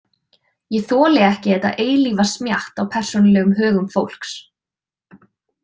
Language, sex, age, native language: Icelandic, female, 20-29, Icelandic